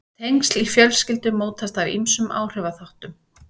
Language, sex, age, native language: Icelandic, female, 40-49, Icelandic